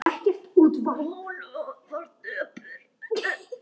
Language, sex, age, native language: Icelandic, female, 10, Icelandic